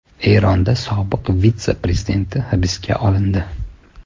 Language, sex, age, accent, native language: Uzbek, male, 25-34, Toshkent shahri, Uzbek